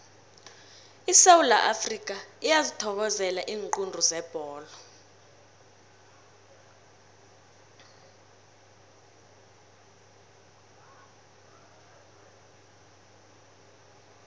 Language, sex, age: South Ndebele, female, 21